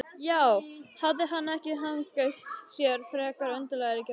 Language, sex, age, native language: Icelandic, other, 12, Icelandic